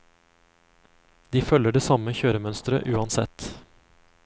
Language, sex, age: Norwegian, male, 35